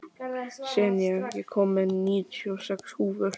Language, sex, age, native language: Icelandic, male, 12, Icelandic